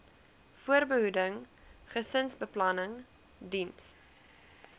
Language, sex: Afrikaans, female